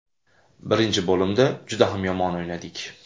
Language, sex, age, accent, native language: Uzbek, male, 25-34, Andijon, Uzbek